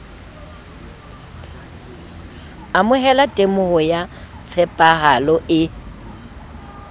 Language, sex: Southern Sotho, female